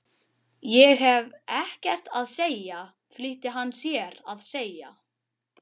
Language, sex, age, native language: Icelandic, male, 12, Icelandic